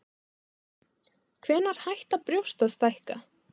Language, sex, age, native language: Icelandic, female, 20-29, Icelandic